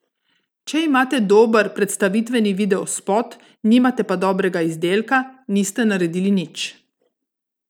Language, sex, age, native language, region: Slovenian, female, 30-49, Slovenian, Gorica region